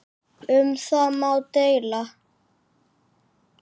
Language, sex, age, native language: Icelandic, male, 8, Icelandic